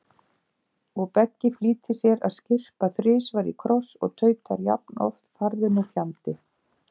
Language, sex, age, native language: Icelandic, female, 50-59, Icelandic